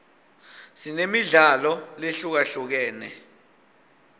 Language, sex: Swati, male